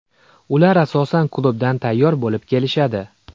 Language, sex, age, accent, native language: Uzbek, male, 25-34, Andijon, Uzbek